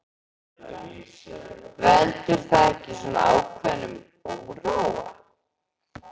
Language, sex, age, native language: Icelandic, male, 11, Icelandic